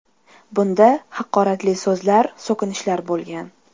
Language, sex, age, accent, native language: Uzbek, female, 19-29, Toshkent shahri, Uzbek